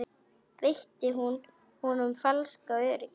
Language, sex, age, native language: Icelandic, female, 10, Icelandic